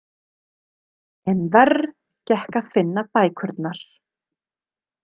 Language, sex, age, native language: Icelandic, female, 30-39, Icelandic